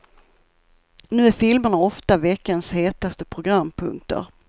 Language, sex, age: Swedish, female, 54